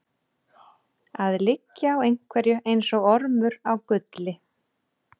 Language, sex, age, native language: Icelandic, female, 30-39, Icelandic